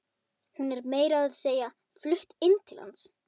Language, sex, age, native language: Icelandic, male, 11, Icelandic